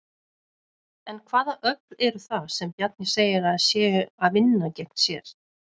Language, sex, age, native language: Icelandic, female, 30-39, Icelandic